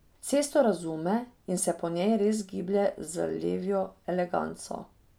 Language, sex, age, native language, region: Slovenian, female, 30-49, Slovenian, Drava region